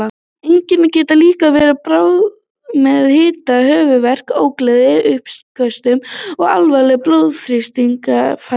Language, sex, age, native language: Icelandic, female, 18-19, Icelandic